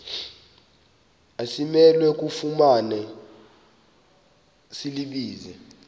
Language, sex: Xhosa, male